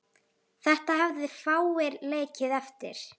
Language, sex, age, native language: Icelandic, female, 8, Icelandic